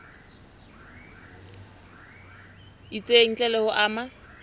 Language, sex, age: Southern Sotho, female, 20